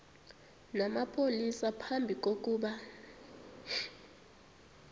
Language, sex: Xhosa, female